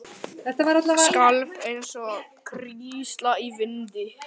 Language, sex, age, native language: Icelandic, male, 11, Icelandic